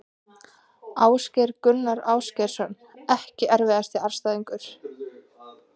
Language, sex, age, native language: Icelandic, female, 20-29, Icelandic